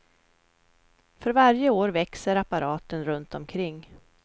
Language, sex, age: Swedish, female, 44